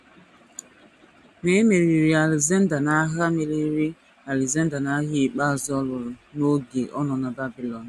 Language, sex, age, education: Igbo, female, 15-29, tertiary